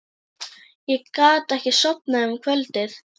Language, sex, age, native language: Icelandic, female, 11, Icelandic